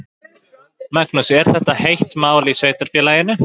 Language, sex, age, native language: Icelandic, male, 20-29, Icelandic